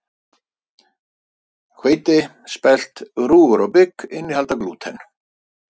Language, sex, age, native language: Icelandic, male, 50-59, Icelandic